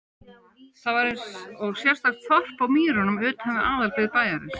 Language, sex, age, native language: Icelandic, female, 18-19, Icelandic